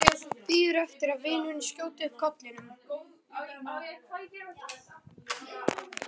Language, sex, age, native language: Icelandic, male, 11, Icelandic